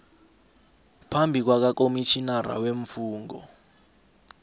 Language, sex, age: South Ndebele, male, 20